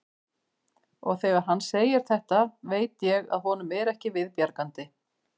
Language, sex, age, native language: Icelandic, female, 50-59, Icelandic